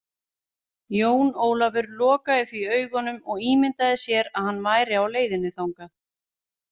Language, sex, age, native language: Icelandic, female, 40-49, Icelandic